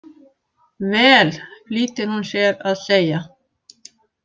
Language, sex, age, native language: Icelandic, female, 50-59, Icelandic